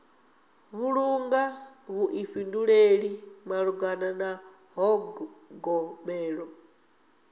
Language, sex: Venda, female